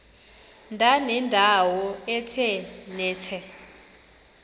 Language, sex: Xhosa, male